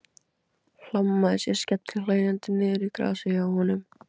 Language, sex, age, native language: Icelandic, female, 17, Icelandic